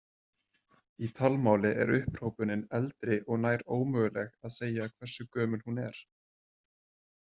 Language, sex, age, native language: Icelandic, male, 20-29, Icelandic